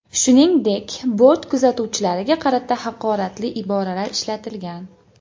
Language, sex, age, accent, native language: Uzbek, female, 19-29, Andijon, Uzbek